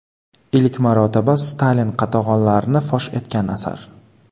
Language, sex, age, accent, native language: Uzbek, male, 18-24, Qoraqalpog'iston, Karakalpak